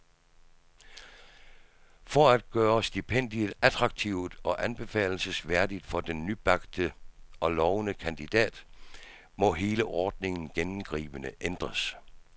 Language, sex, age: Danish, male, 66